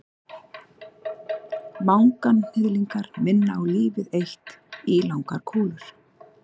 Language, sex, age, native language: Icelandic, female, 40-49, Icelandic